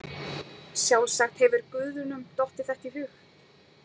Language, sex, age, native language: Icelandic, female, 40-49, Icelandic